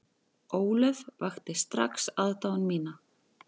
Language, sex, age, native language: Icelandic, male, 10, Icelandic